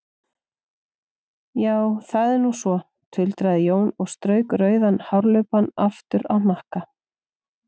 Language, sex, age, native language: Icelandic, female, 40-49, Icelandic